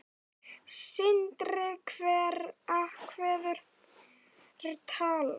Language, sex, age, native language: Icelandic, male, 9, Icelandic